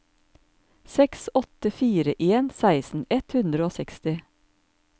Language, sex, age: Norwegian, male, 54